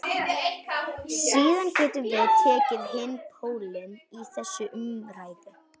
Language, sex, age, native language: Icelandic, female, 40-49, Icelandic